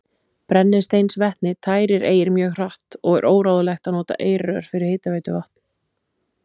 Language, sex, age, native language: Icelandic, female, 30-39, Icelandic